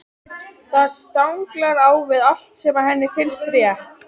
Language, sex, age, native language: Icelandic, female, 13, Icelandic